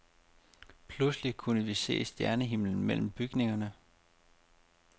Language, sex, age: Danish, male, 30